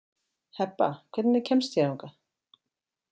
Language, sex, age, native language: Icelandic, female, 40-49, Icelandic